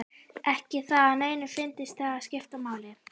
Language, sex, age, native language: Icelandic, female, 12, Icelandic